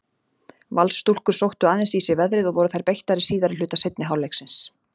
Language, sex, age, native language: Icelandic, female, 40-49, Icelandic